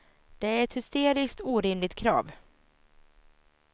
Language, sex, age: Swedish, female, 17